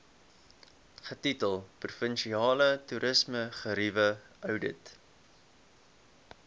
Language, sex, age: Afrikaans, male, 18